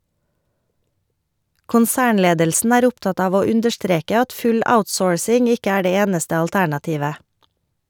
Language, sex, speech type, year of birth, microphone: Norwegian, female, read, 1973, Shure